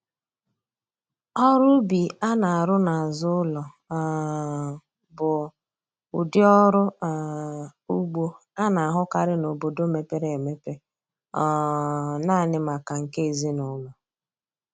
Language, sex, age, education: Igbo, female, 30-45, tertiary